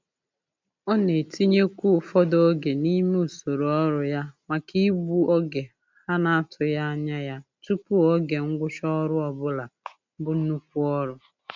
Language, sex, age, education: Igbo, female, 30-45, tertiary